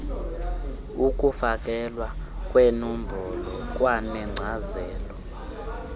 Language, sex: Xhosa, male